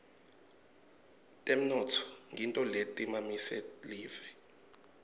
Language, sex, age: Swati, male, 21